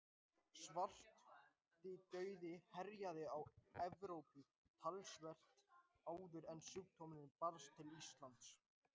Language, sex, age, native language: Icelandic, male, 18-19, Icelandic